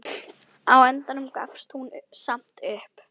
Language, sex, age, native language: Icelandic, female, 11, Icelandic